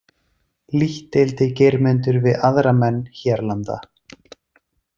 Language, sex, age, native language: Icelandic, male, 30-39, Icelandic